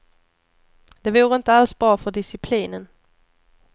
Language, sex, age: Swedish, female, 29